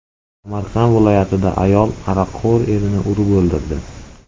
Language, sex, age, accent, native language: Uzbek, male, 18-24, Samarqand, Uzbek